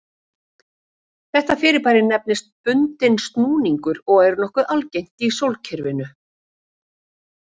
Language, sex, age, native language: Icelandic, female, 40-49, Icelandic